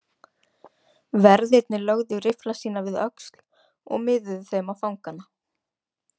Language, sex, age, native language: Icelandic, female, 20-29, Icelandic